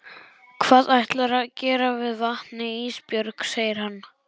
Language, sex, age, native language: Icelandic, male, 11, Icelandic